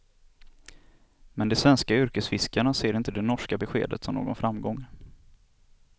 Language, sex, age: Swedish, male, 27